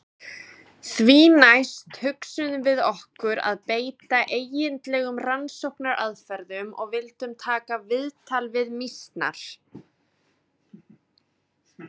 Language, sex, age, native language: Icelandic, female, 20-29, Icelandic